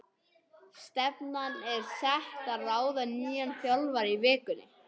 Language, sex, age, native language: Icelandic, male, 18-19, Icelandic